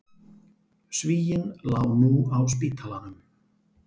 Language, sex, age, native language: Icelandic, male, 40-49, Icelandic